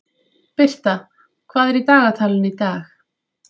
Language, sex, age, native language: Icelandic, female, 30-39, Icelandic